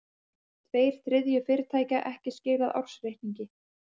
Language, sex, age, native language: Icelandic, female, 30-39, Icelandic